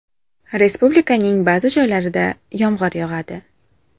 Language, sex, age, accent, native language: Uzbek, female, 18-24, Samarqand, Uzbek